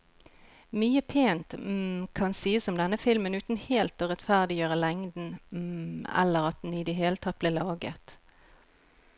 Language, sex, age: Norwegian, female, 41